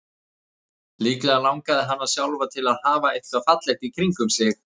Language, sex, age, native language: Icelandic, male, 30-39, Icelandic